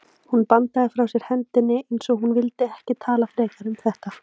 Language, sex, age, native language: Icelandic, female, 18-19, Icelandic